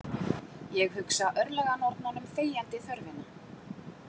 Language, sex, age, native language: Icelandic, female, 40-49, Icelandic